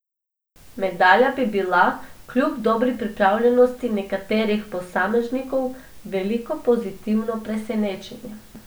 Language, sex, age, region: Slovenian, female, 18-29, Abroad